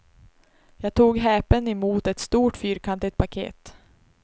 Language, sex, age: Swedish, female, 19